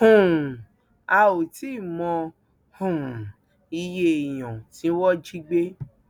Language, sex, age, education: Yoruba, female, 30-45, tertiary